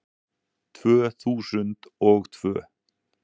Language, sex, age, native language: Icelandic, male, 40-49, Icelandic